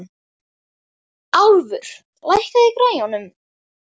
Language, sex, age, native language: Icelandic, male, 11, Icelandic